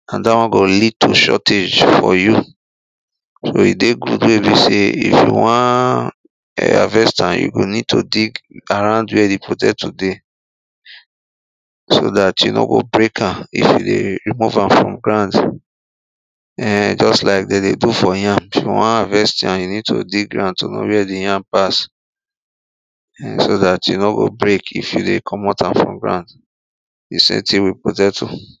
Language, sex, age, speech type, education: Nigerian Pidgin, male, 30-45, spontaneous, primary